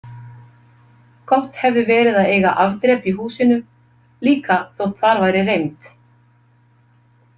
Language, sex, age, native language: Icelandic, female, 50-59, Icelandic